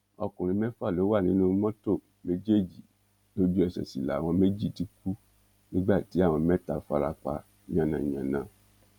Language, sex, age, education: Yoruba, male, 46-60, tertiary